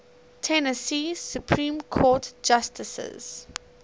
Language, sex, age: English, female, 19